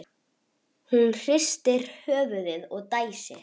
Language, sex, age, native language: Icelandic, female, 10, Icelandic